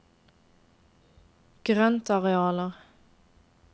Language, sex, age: Norwegian, female, 22